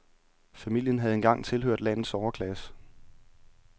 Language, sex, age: Danish, male, 31